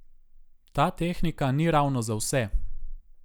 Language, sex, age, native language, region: Slovenian, male, 18-29, Slovenian, Gorica region